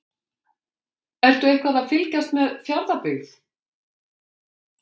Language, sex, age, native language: Icelandic, female, 60-69, Icelandic